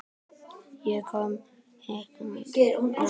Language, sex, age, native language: Icelandic, male, 10, Icelandic